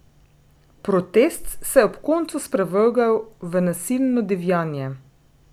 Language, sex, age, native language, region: Slovenian, female, 30-49, Slovenian, Drava region